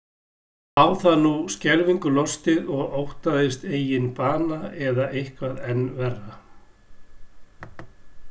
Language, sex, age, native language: Icelandic, male, 60-69, Icelandic